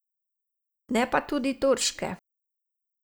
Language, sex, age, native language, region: Slovenian, female, 60+, Slovenian, Savinja region